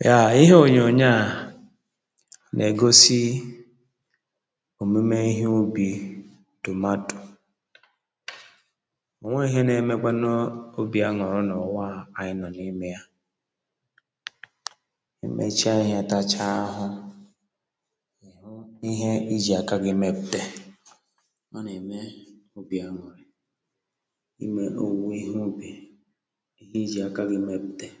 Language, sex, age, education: Igbo, male, 46-60, tertiary